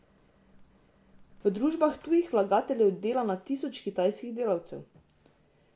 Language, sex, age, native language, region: Slovenian, female, 18-29, Slovenian, Drava region